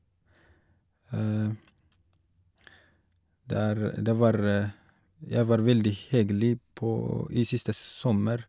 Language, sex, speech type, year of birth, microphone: Norwegian, male, spontaneous, 1983, Shure